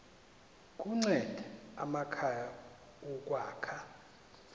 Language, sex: Xhosa, male